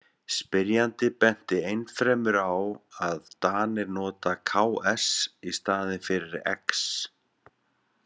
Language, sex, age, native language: Icelandic, male, 50-59, Icelandic